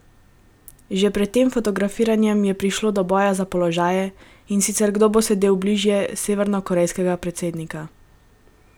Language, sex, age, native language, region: Slovenian, female, 18-29, Slovenian, Gorenjska region